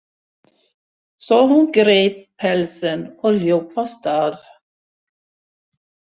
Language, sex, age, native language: Icelandic, female, 60-69, Swedish